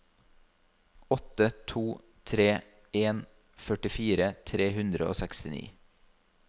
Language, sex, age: Norwegian, male, 32